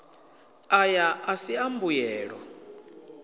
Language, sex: Venda, male